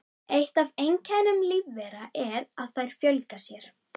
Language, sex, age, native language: Icelandic, female, 30-39, Icelandic